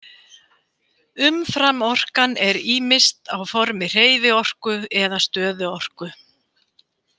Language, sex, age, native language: Icelandic, female, 50-59, Icelandic